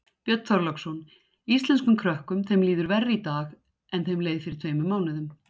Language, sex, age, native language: Icelandic, female, 60-69, Icelandic